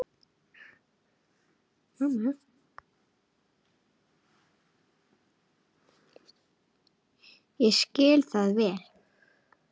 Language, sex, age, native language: Icelandic, male, 8, Icelandic